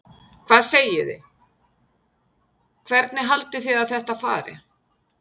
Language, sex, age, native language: Icelandic, female, 50-59, Icelandic